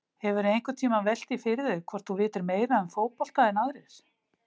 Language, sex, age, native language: Icelandic, female, 50-59, Icelandic